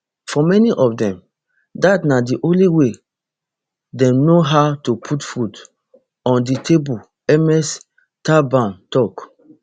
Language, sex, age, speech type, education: Nigerian Pidgin, male, 30-45, spontaneous, tertiary